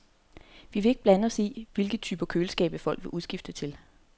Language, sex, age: Danish, female, 30